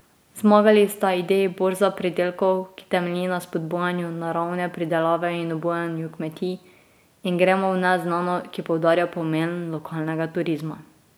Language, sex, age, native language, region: Slovenian, female, 18-29, Slovenian, Drava region